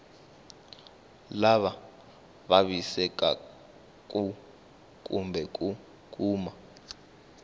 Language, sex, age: Tsonga, male, 19